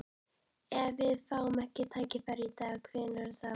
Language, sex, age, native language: Icelandic, female, 11, Icelandic